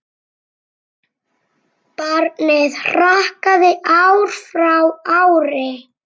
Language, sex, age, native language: Icelandic, male, 7, Icelandic